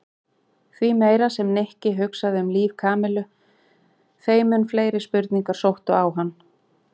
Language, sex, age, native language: Icelandic, female, 40-49, Icelandic